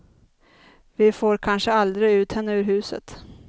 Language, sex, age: Swedish, female, 30